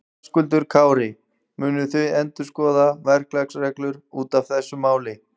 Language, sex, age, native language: Icelandic, male, 20-29, Icelandic